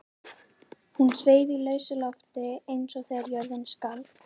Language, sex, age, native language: Icelandic, female, 13, Icelandic